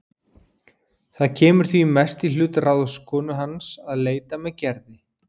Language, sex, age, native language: Icelandic, male, 40-49, Icelandic